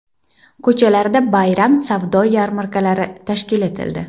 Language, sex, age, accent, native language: Uzbek, female, 18-24, Jizzax, Uzbek